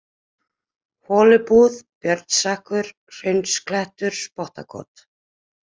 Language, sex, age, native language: Icelandic, female, 30-39, Icelandic